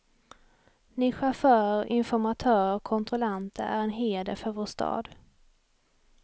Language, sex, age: Swedish, female, 28